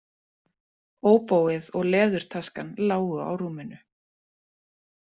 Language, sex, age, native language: Icelandic, female, 30-39, Icelandic